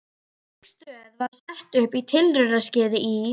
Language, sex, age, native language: Icelandic, female, 12, Icelandic